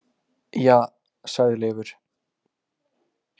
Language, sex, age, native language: Icelandic, male, 20-29, Icelandic